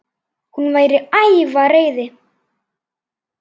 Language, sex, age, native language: Icelandic, male, 8, Icelandic